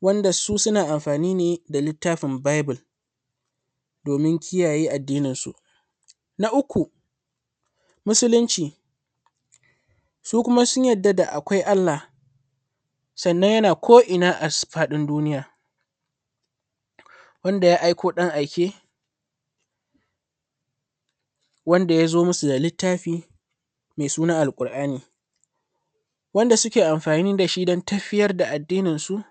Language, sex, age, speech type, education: Hausa, male, 15-29, spontaneous, secondary